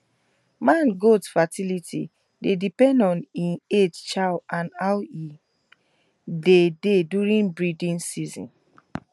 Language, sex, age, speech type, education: Nigerian Pidgin, female, 15-29, spontaneous, tertiary